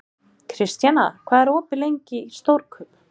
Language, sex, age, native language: Icelandic, female, 20-29, Icelandic